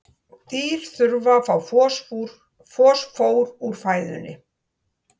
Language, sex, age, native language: Icelandic, female, 60-69, Icelandic